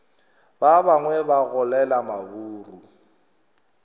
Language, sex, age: Northern Sotho, male, 21